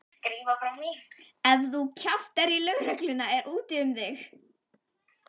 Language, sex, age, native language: Icelandic, female, 11, Icelandic